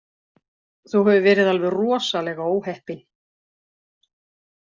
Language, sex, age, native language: Icelandic, female, 60-69, Icelandic